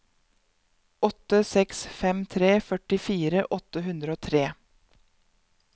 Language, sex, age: Norwegian, female, 31